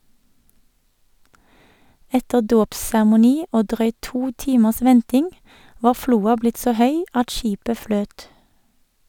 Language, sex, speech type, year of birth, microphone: Norwegian, female, read, 1978, Sennheiser